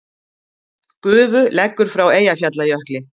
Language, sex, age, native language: Icelandic, female, 50-59, Icelandic